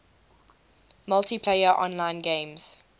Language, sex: English, female